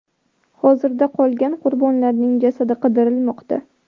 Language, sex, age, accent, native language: Uzbek, female, under 19, Sirdaryo, Uzbek